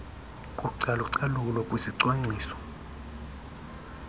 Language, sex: Xhosa, female